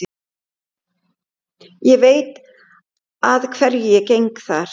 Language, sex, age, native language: Icelandic, female, 11, Icelandic